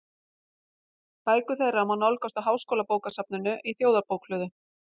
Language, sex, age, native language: Icelandic, female, 40-49, Icelandic